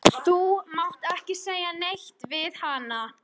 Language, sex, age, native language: Icelandic, female, 13, Icelandic